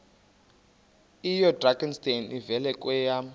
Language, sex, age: Xhosa, male, 28